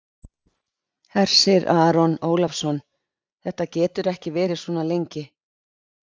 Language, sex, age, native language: Icelandic, female, 50-59, Icelandic